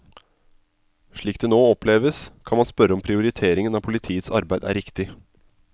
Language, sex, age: Norwegian, male, 27